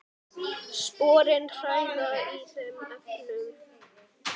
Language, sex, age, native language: Icelandic, male, 9, Icelandic